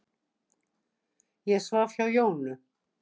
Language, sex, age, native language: Icelandic, female, 60-69, Icelandic